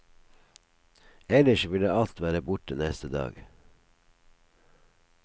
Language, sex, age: Norwegian, male, 57